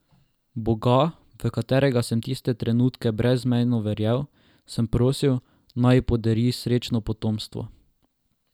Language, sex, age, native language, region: Slovenian, male, 12-17, Slovenian, Drava region